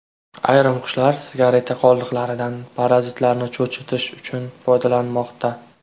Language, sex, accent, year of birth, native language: Uzbek, male, Toshkent viloyati, 2000, Uzbek